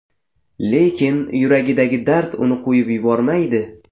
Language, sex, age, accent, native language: Uzbek, male, 18-24, Jizzax, Uzbek